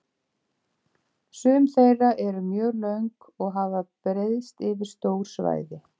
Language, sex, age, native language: Icelandic, female, 50-59, Icelandic